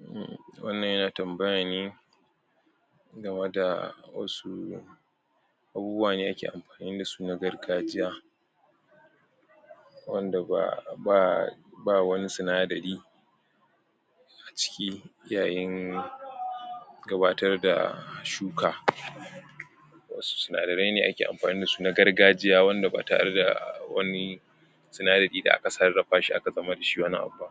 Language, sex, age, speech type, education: Hausa, male, 46-60, spontaneous, tertiary